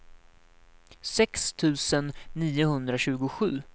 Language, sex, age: Swedish, male, 19